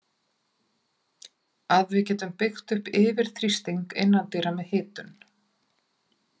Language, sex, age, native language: Icelandic, female, 40-49, Icelandic